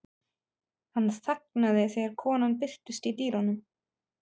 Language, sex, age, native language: Icelandic, female, 30-39, German